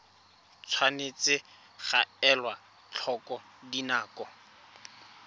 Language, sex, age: Tswana, male, 24